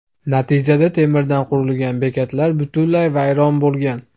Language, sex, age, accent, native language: Uzbek, male, 18-24, Andijon, Uzbek